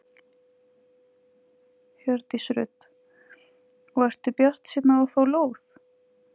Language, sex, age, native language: Icelandic, female, 20-29, Icelandic